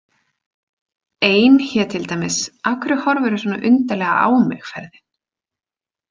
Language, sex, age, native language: Icelandic, female, 40-49, Icelandic